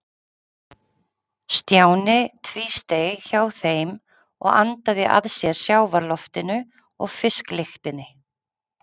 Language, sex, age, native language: Icelandic, female, 30-39, Icelandic